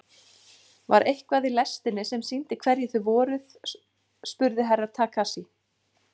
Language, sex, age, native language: Icelandic, female, 40-49, Icelandic